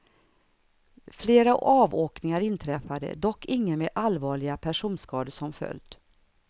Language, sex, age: Swedish, female, 59